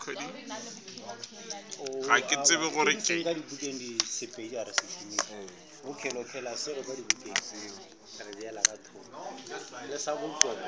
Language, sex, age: Northern Sotho, female, 22